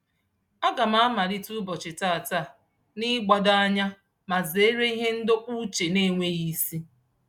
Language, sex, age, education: Igbo, female, 30-45, tertiary